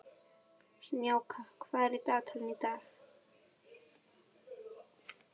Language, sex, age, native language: Icelandic, female, 11, Icelandic